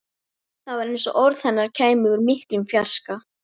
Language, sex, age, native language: Icelandic, female, 13, Icelandic